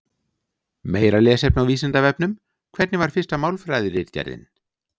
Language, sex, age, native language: Icelandic, male, 60-69, Icelandic